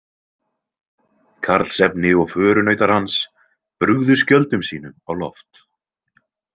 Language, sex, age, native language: Icelandic, male, 20-29, Icelandic